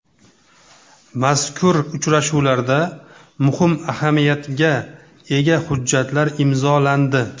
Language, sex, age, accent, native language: Uzbek, male, 35+, Namangan, Uzbek